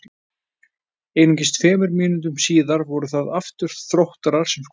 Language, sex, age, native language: Icelandic, male, 20-29, Icelandic